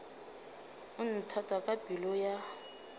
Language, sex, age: Northern Sotho, female, 27